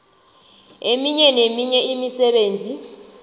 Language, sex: South Ndebele, female